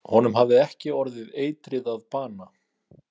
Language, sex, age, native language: Icelandic, male, 30-39, Icelandic